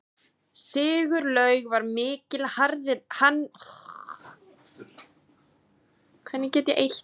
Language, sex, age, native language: Icelandic, female, 20-29, Icelandic